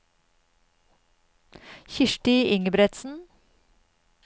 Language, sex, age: Norwegian, female, 52